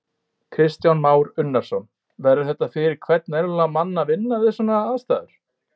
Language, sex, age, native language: Icelandic, male, 18-19, Icelandic